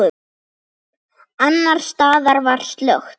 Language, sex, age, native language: Icelandic, male, 10, Icelandic